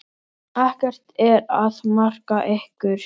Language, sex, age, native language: Icelandic, male, 10, Icelandic